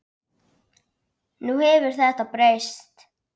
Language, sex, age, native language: Icelandic, female, 9, Icelandic